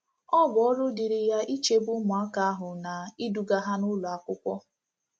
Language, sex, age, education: Igbo, female, 15-29, tertiary